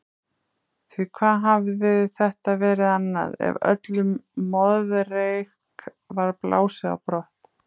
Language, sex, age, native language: Icelandic, female, 30-39, Icelandic